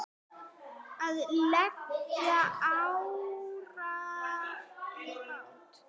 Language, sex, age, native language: Icelandic, female, 8, Icelandic